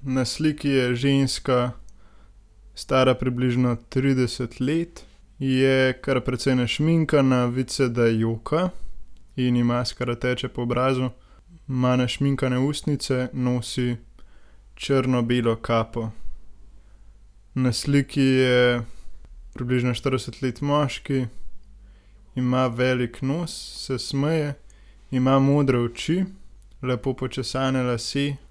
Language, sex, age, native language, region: Slovenian, male, 18-29, Slovenian, Gorenjska region